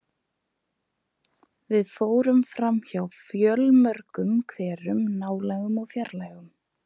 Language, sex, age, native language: Icelandic, female, 20-29, Icelandic